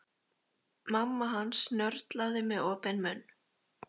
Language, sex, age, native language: Icelandic, female, 13, Icelandic